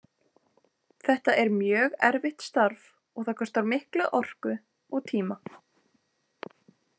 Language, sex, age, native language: Icelandic, female, 20-29, Icelandic